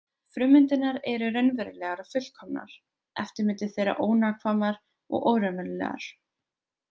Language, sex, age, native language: Icelandic, female, 20-29, Icelandic